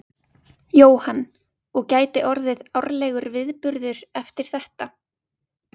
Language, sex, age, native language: Icelandic, female, 20-29, Icelandic